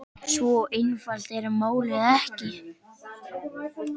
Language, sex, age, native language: Icelandic, male, 10, Icelandic